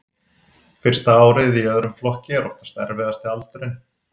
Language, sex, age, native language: Icelandic, male, 30-39, Icelandic